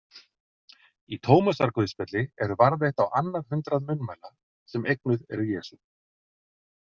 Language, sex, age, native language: Icelandic, male, 40-49, Icelandic